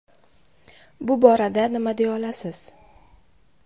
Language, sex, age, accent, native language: Uzbek, female, 18-24, Farg'ona, Uzbek